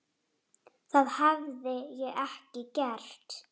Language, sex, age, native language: Icelandic, female, 7, Icelandic